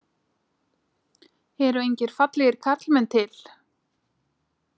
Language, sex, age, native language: Icelandic, female, 30-39, Icelandic